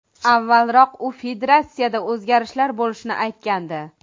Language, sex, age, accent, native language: Uzbek, female, 25-34, Toshkent viloyati, Uzbek